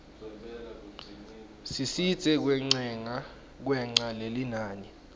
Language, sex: Swati, male